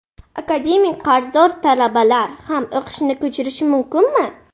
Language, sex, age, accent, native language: Uzbek, female, 12-17, Buxoro, Uzbek